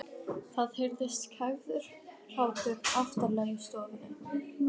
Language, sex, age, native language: Icelandic, female, 12, Icelandic